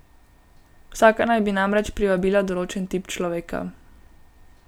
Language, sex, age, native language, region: Slovenian, female, 18-29, Slovenian, Gorenjska region